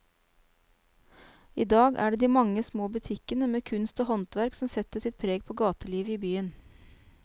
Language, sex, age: Norwegian, female, 29